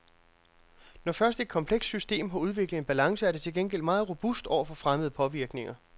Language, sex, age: Danish, male, 42